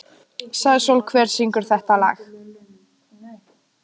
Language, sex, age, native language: Icelandic, female, 18-19, Icelandic